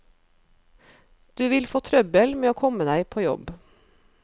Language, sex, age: Norwegian, female, 37